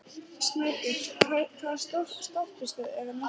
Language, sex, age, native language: Icelandic, male, 11, Icelandic